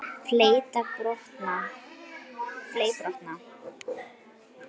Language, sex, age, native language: Icelandic, female, 9, Icelandic